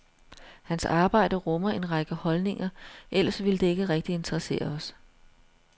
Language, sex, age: Danish, female, 42